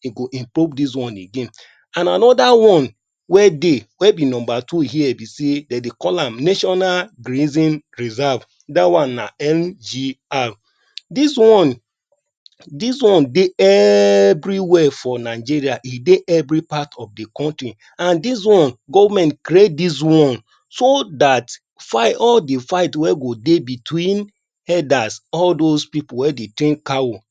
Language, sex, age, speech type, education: Nigerian Pidgin, male, 30-45, spontaneous, tertiary